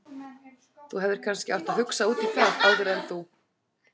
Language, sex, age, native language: Icelandic, female, 40-49, Icelandic